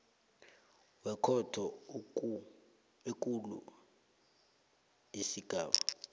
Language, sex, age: South Ndebele, male, 22